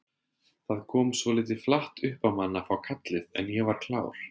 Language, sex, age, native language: Icelandic, male, 30-39, Icelandic